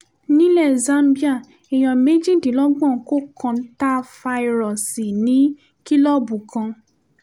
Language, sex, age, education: Yoruba, female, 15-29, tertiary